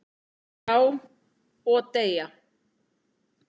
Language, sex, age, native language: Icelandic, female, 9, Icelandic